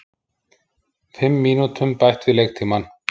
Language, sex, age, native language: Icelandic, male, 50-59, Icelandic